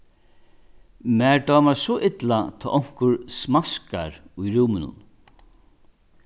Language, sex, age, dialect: Faroese, male, 61+, Norðurstreymoy/Eysturoy